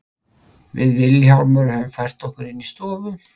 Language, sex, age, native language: Icelandic, male, 50-59, Icelandic